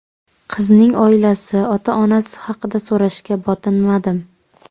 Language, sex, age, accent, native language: Uzbek, female, 18-24, Jizzax, Uzbek